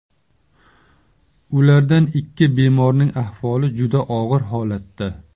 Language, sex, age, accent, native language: Uzbek, male, 30-39, Surxondaryo, Uzbek